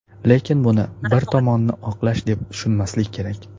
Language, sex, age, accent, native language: Uzbek, male, 30-39, Toshkent shahri, Uzbek